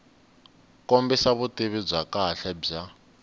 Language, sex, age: Tsonga, male, 19